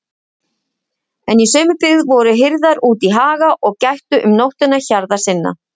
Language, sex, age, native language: Icelandic, female, 50-59, Icelandic